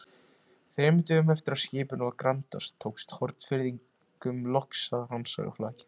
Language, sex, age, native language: Icelandic, male, 16, Icelandic